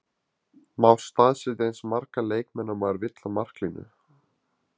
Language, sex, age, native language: Icelandic, male, 20-29, Icelandic